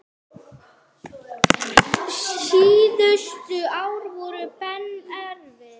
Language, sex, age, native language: Icelandic, female, 6, Icelandic